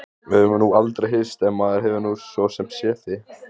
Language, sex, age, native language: Icelandic, male, 20-29, Icelandic